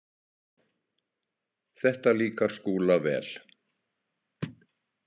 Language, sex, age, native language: Icelandic, male, 60-69, Icelandic